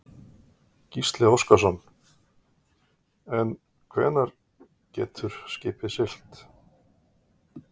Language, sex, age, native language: Icelandic, male, 50-59, Icelandic